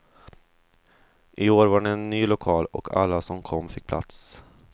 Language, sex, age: Swedish, male, 23